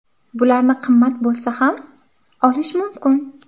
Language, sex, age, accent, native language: Uzbek, female, 18-24, Samarqand, Uzbek